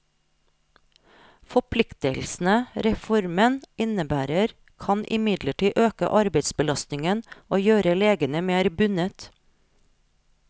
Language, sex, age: Norwegian, female, 43